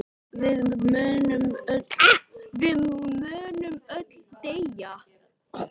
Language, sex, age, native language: Icelandic, female, 10, Icelandic